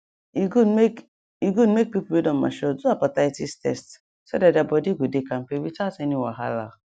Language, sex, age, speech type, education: Nigerian Pidgin, female, 15-29, spontaneous, tertiary